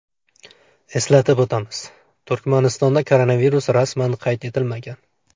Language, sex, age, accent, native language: Uzbek, male, 25-34, Farg'ona, Uzbek